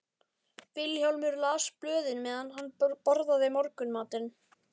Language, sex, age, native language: Icelandic, male, 11, Icelandic